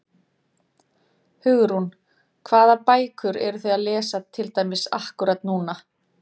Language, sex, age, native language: Icelandic, female, 30-39, Icelandic